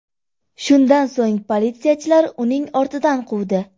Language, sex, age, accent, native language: Uzbek, female, 18-24, Andijon, Uzbek